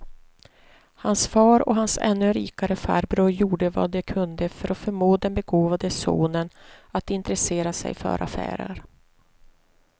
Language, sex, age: Swedish, female, 43